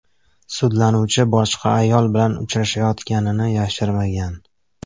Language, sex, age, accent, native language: Uzbek, male, 18-24, Farg'ona, Uzbek